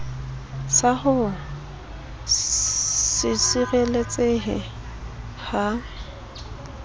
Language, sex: Southern Sotho, female